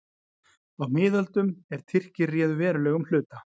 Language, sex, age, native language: Icelandic, male, 40-49, Icelandic